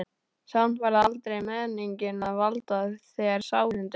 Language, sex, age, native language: Icelandic, male, 12, Icelandic